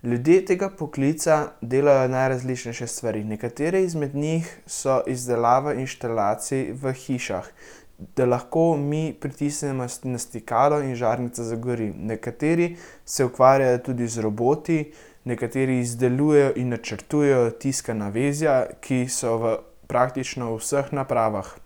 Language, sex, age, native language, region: Slovenian, male, 18-29, Slovenian, Central Slovenia